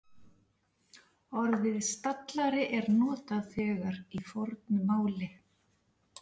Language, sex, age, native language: Icelandic, female, 40-49, Icelandic